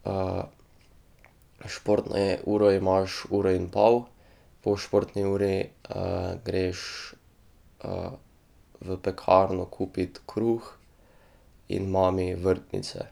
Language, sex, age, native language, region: Slovenian, male, 12-17, Slovenian, Drava region